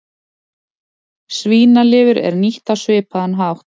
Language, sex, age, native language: Icelandic, female, 40-49, Icelandic